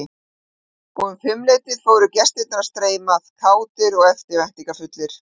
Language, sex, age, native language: Icelandic, female, 50-59, Icelandic